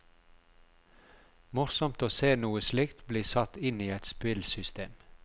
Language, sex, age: Norwegian, male, 42